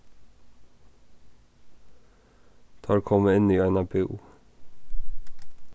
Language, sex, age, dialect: Faroese, male, 15-35, Norðurstreymoy/Eysturoy